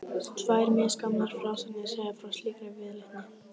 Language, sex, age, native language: Icelandic, female, 15, Icelandic